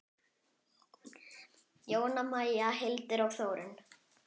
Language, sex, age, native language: Icelandic, female, 10, Icelandic